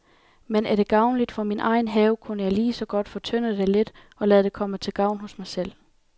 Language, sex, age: Danish, female, 28